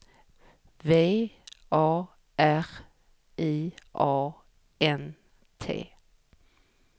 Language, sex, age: Swedish, female, 44